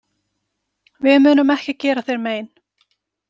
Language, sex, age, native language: Icelandic, female, 40-49, Icelandic